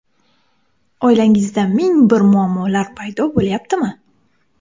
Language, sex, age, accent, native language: Uzbek, female, 18-24, Samarqand, Uzbek